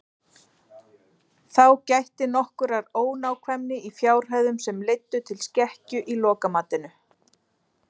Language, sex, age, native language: Icelandic, female, 40-49, Icelandic